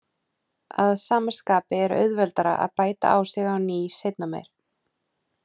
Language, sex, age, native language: Icelandic, female, 30-39, Icelandic